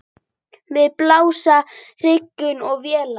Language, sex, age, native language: Icelandic, female, 9, Icelandic